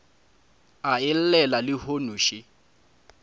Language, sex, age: Northern Sotho, male, 20